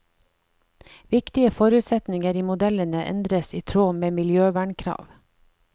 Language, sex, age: Norwegian, female, 49